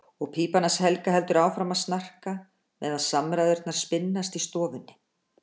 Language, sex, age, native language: Icelandic, female, 60-69, Icelandic